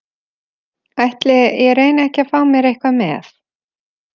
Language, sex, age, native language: Icelandic, female, 40-49, Icelandic